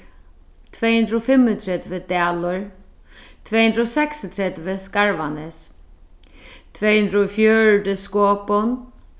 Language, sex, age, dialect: Faroese, female, 36-60, Sandoy